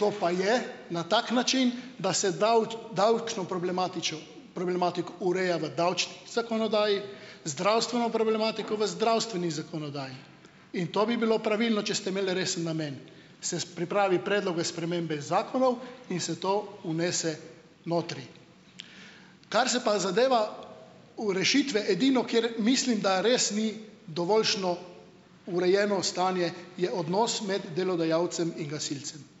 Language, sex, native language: Slovenian, male, Slovenian